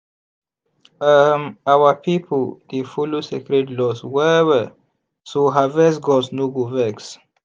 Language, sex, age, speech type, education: Nigerian Pidgin, male, 15-29, spontaneous, secondary